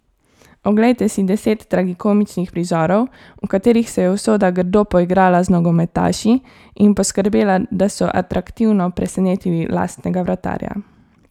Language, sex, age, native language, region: Slovenian, female, 18-29, Slovenian, Savinja region